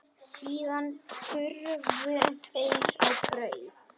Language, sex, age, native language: Icelandic, male, 10, Icelandic